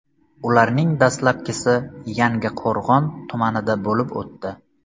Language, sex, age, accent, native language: Uzbek, male, 25-34, Samarqand, Uzbek